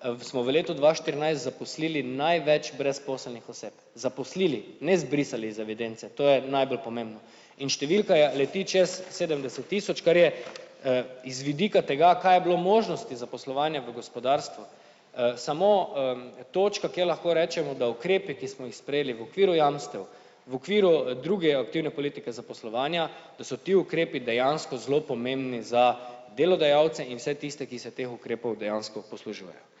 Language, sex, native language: Slovenian, male, Slovenian